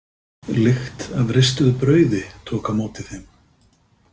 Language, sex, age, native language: Icelandic, male, 50-59, Icelandic